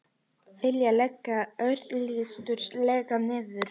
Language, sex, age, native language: Icelandic, female, 40-49, Icelandic